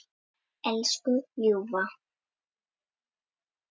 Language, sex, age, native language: Icelandic, male, 7, Icelandic